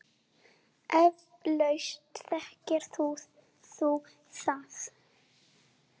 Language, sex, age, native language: Icelandic, female, 7, Icelandic